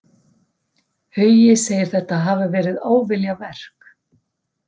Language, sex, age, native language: Icelandic, female, 50-59, Icelandic